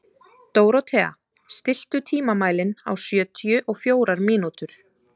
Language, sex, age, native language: Icelandic, female, 30-39, Icelandic